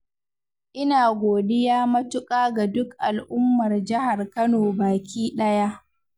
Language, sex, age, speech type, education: Hausa, female, 15-29, read, secondary